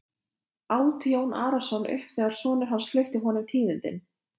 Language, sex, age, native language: Icelandic, female, 20-29, Lithuanian